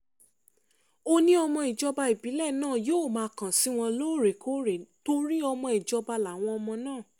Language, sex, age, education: Yoruba, female, 15-29, tertiary